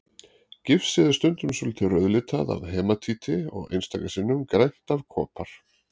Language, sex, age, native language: Icelandic, male, 40-49, Icelandic